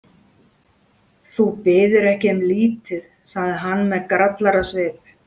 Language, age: Icelandic, 40-49